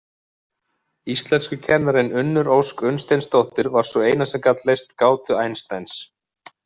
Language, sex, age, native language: Icelandic, male, 30-39, Icelandic